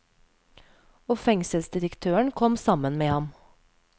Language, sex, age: Norwegian, female, 31